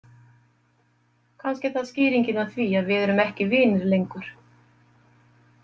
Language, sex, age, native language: Icelandic, female, 50-59, Icelandic